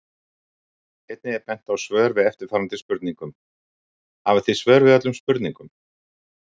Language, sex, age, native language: Icelandic, male, 60-69, Icelandic